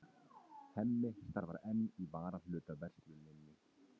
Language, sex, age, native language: Icelandic, male, 30-39, Icelandic